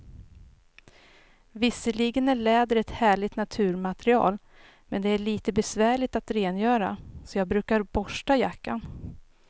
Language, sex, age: Swedish, female, 39